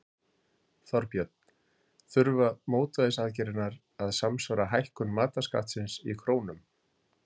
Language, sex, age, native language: Icelandic, male, 50-59, Icelandic